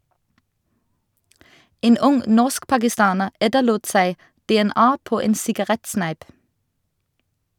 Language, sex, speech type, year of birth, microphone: Norwegian, female, read, 1985, Shure